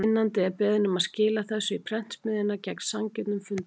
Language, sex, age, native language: Icelandic, female, 40-49, Icelandic